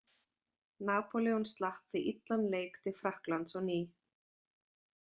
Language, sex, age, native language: Icelandic, female, 40-49, Icelandic